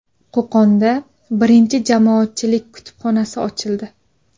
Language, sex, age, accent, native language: Uzbek, female, 19-29, Sirdaryo, Uzbek